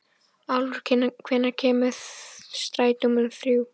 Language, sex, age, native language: Icelandic, female, 14, Icelandic